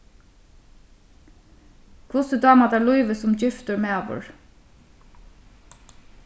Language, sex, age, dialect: Faroese, female, 36-60, Norðurstreymoy/Eysturoy